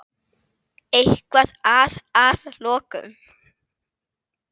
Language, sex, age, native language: Icelandic, female, 8, Icelandic